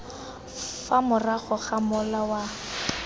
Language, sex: Tswana, female